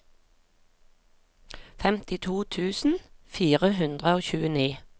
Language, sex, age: Norwegian, female, 36